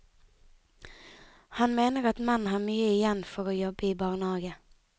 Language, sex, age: Norwegian, female, 19